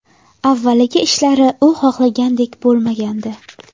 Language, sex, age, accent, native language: Uzbek, female, under 19, Jizzax, Uzbek